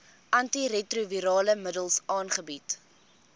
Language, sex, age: Afrikaans, female, 21